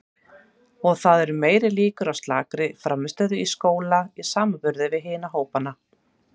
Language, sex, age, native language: Icelandic, female, 30-39, Icelandic